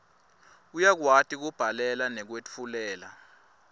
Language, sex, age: Swati, male, 20